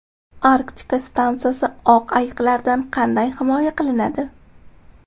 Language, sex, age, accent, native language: Uzbek, female, 18-24, Toshkent shahri, Uzbek